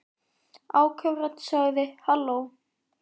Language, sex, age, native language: Icelandic, male, 10, Icelandic